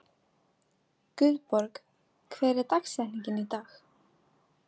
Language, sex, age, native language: Icelandic, female, 18-19, Icelandic